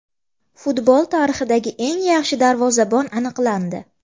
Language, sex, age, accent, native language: Uzbek, female, 18-24, Namangan, Uzbek